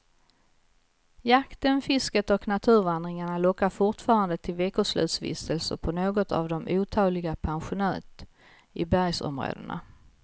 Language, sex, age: Swedish, female, 55